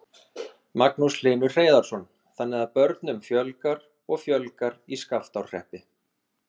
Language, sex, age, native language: Icelandic, male, 30-39, Icelandic